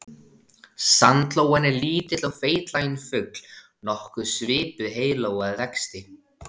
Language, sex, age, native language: Icelandic, male, 16, Icelandic